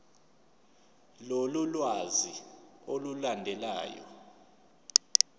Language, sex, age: Zulu, male, 29